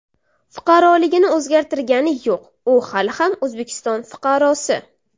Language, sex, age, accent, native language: Uzbek, female, 18-24, Samarqand, Uzbek